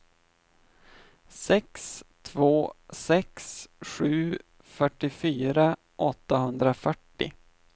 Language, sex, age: Swedish, male, 25